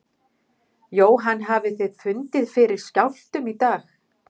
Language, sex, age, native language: Icelandic, female, 50-59, Icelandic